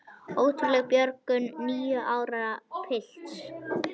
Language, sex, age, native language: Icelandic, female, 21, Icelandic